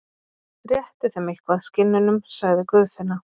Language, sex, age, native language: Icelandic, female, 30-39, Icelandic